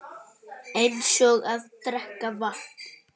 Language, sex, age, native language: Icelandic, male, 9, Icelandic